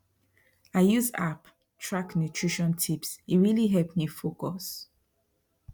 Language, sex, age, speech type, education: Nigerian Pidgin, female, 15-29, spontaneous, tertiary